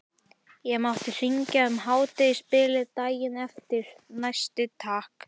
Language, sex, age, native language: Icelandic, male, 11, Icelandic